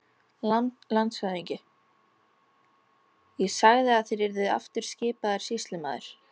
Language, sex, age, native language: Icelandic, female, 13, Icelandic